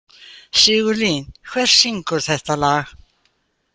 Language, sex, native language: Icelandic, female, Icelandic